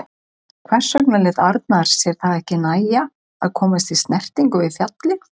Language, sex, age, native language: Icelandic, male, 40-49, Icelandic